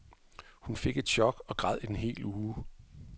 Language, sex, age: Danish, male, 41